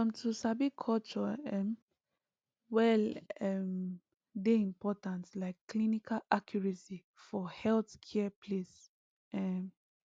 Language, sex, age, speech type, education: Nigerian Pidgin, female, 15-29, spontaneous, tertiary